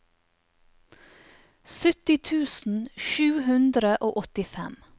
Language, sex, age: Norwegian, female, 44